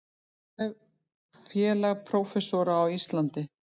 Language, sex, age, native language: Icelandic, female, 50-59, Icelandic